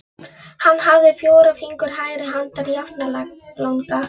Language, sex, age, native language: Icelandic, female, 11, Polish